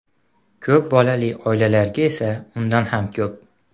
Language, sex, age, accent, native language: Uzbek, male, 18-24, Andijon, Uzbek